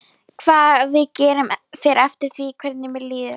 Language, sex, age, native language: Icelandic, female, 11, Polish